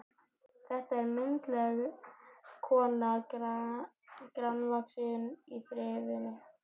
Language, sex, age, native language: Icelandic, male, 12, Icelandic